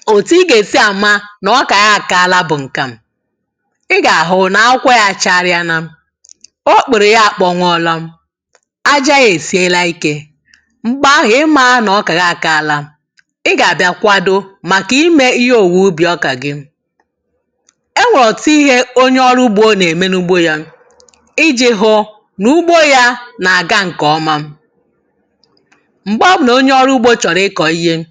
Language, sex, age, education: Igbo, female, 30-45, tertiary